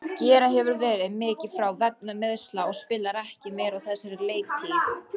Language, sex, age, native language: Icelandic, female, 18-19, Icelandic